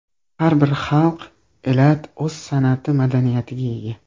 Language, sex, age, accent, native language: Uzbek, male, under 19, Toshkent shahri, Uzbek